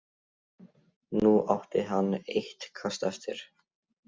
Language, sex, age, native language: Icelandic, male, 16, Icelandic